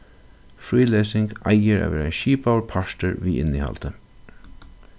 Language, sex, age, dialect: Faroese, male, 36-60, Suðurstreymoy